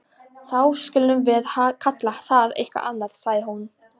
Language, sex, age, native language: Icelandic, female, 18-19, Polish